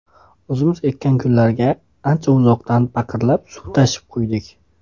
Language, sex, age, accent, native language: Uzbek, male, 19-29, Xorazm, Uzbek